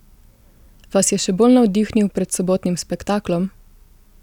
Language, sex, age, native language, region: Slovenian, female, 18-29, Slovenian, Gorica region